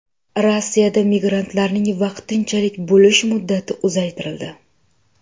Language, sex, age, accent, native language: Uzbek, female, 18-24, Jizzax, Uzbek